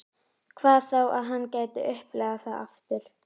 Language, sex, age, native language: Icelandic, female, 11, Icelandic